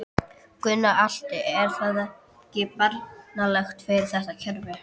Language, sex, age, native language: Icelandic, female, 12, Icelandic